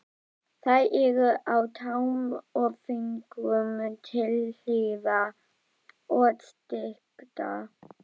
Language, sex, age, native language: Icelandic, female, 12, Icelandic